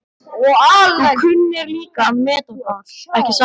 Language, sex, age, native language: Icelandic, male, 12, Icelandic